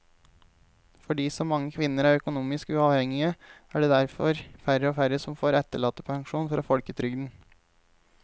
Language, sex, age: Norwegian, male, 28